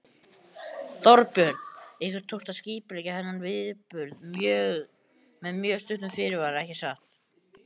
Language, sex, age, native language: Icelandic, male, 18-19, Icelandic